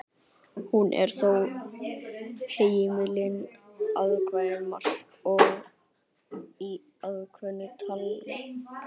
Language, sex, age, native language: Icelandic, female, 60-69, Icelandic